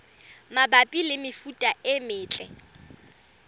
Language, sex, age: Southern Sotho, female, 25